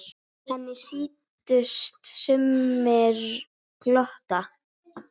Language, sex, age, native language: Icelandic, female, 8, Icelandic